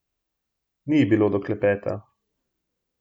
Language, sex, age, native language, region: Slovenian, male, 18-29, Slovenian, Gorenjska region